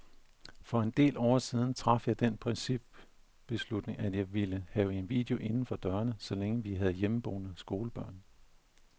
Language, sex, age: Danish, male, 41